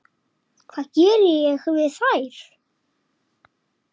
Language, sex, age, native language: Icelandic, male, 7, Icelandic